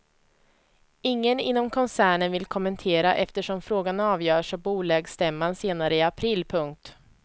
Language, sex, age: Swedish, female, 25